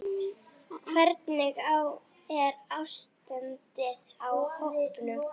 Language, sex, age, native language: Icelandic, female, 8, Icelandic